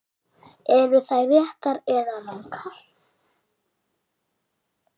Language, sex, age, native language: Icelandic, male, 6, Icelandic